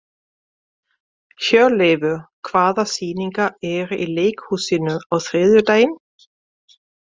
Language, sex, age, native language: Icelandic, female, 40-49, German